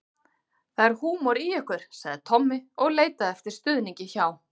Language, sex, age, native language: Icelandic, female, 40-49, Icelandic